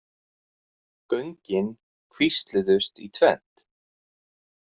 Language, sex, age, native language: Icelandic, male, 40-49, Icelandic